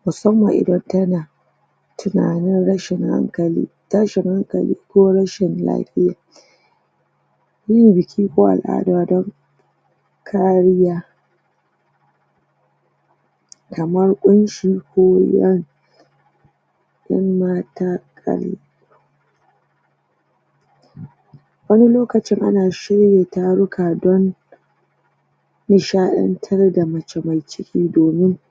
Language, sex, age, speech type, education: Hausa, female, 30-45, spontaneous, tertiary